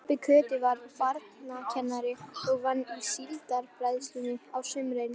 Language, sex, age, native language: Icelandic, female, 11, Icelandic